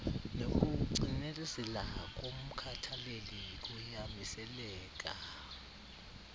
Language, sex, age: Xhosa, male, 35